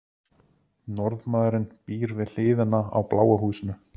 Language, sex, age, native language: Icelandic, male, 30-39, Icelandic